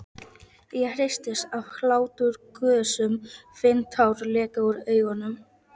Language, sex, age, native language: Icelandic, male, 11, Polish